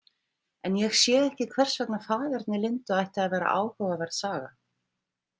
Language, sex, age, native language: Icelandic, female, 50-59, Icelandic